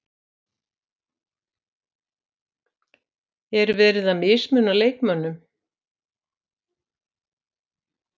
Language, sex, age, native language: Icelandic, female, 60-69, Icelandic